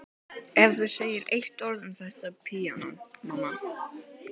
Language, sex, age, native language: Icelandic, male, 12, Icelandic